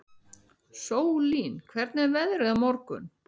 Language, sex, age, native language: Icelandic, female, 60-69, Icelandic